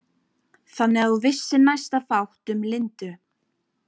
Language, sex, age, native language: Icelandic, female, 18-19, Icelandic